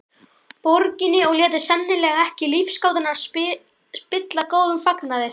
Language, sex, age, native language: Icelandic, female, 12, Icelandic